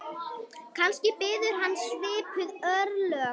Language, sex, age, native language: Icelandic, male, 7, Icelandic